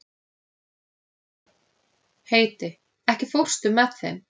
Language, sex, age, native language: Icelandic, female, 30-39, Icelandic